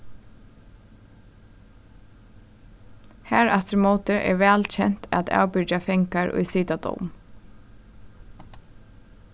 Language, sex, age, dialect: Faroese, female, 15-35, Suðurstreymoy